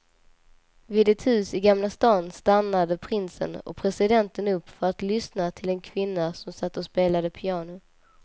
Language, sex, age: Swedish, female, 19